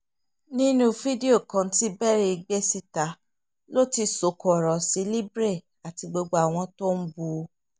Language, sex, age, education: Yoruba, female, 15-29, tertiary